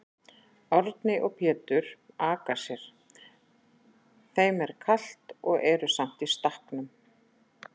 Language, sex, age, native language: Icelandic, female, 40-49, Icelandic